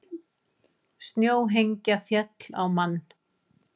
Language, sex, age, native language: Icelandic, female, 40-49, Icelandic